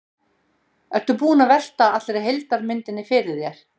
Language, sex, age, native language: Icelandic, female, 60-69, Icelandic